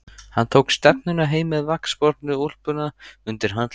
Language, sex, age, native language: Icelandic, male, 14, Icelandic